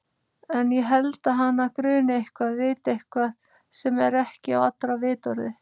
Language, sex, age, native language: Icelandic, female, 30-39, Icelandic